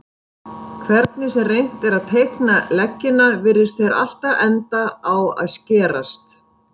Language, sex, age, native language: Icelandic, female, 50-59, Icelandic